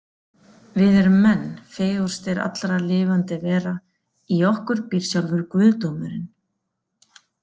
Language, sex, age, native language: Icelandic, female, 40-49, Icelandic